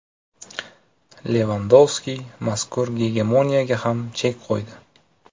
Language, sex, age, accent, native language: Uzbek, male, 25-34, Toshkent viloyati, Uzbek